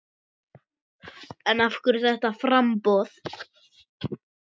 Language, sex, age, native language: Icelandic, male, 9, Icelandic